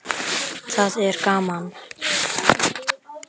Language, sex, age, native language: Icelandic, male, 10, Icelandic